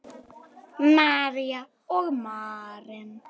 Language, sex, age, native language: Icelandic, female, 9, Icelandic